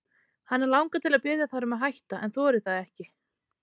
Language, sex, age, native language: Icelandic, female, 30-39, Icelandic